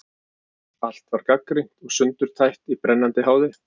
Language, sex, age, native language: Icelandic, male, 50-59, Icelandic